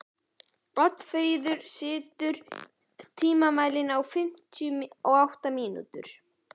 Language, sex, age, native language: Icelandic, male, 11, Icelandic